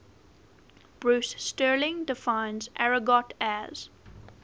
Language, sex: English, female